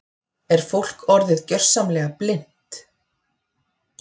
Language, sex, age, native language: Icelandic, female, 40-49, Icelandic